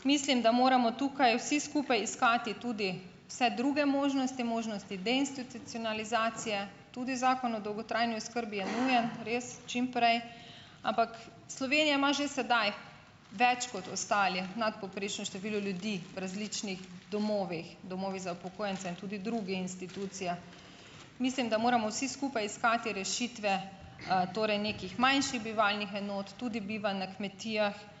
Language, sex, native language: Slovenian, female, Slovenian